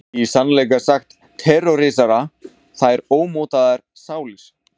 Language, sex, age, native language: Icelandic, male, 20-29, Icelandic